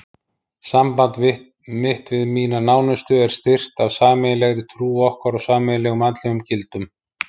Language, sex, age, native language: Icelandic, male, 50-59, Icelandic